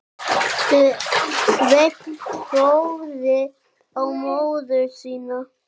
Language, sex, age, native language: Icelandic, male, 7, Icelandic